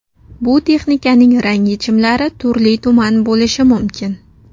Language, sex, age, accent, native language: Uzbek, female, 19-29, Navoiy, Uzbek